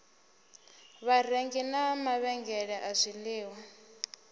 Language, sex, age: Venda, female, 24